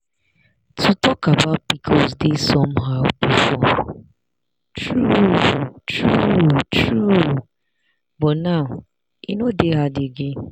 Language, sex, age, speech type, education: Nigerian Pidgin, female, 30-45, spontaneous, tertiary